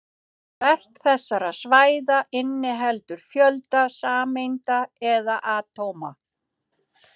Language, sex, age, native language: Icelandic, female, 50-59, Icelandic